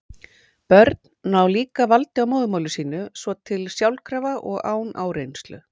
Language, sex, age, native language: Icelandic, female, 40-49, Icelandic